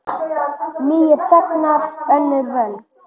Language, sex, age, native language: Icelandic, male, 10, Icelandic